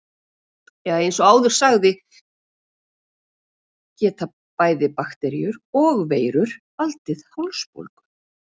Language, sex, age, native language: Icelandic, female, 40-49, Icelandic